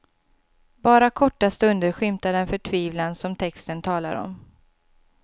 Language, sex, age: Swedish, female, 26